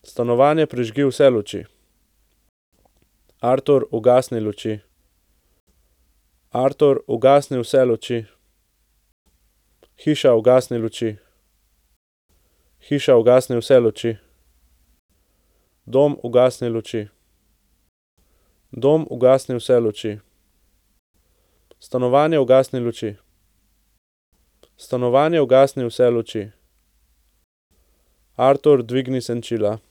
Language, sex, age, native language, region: Slovenian, male, 18-29, Slovenian, Central Slovenia